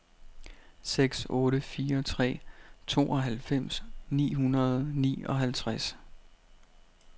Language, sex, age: Danish, male, 32